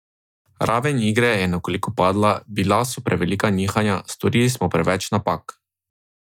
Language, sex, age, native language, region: Slovenian, male, 18-29, Slovenian, Drava region